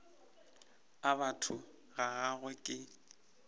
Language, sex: Northern Sotho, male